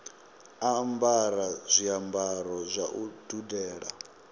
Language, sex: Venda, male